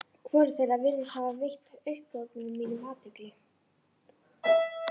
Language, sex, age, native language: Icelandic, female, 11, Icelandic